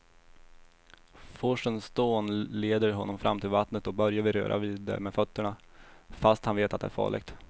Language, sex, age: Swedish, male, 21